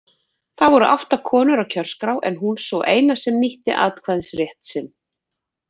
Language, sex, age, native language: Icelandic, female, 40-49, Icelandic